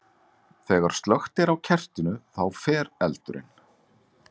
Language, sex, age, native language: Icelandic, male, 40-49, Icelandic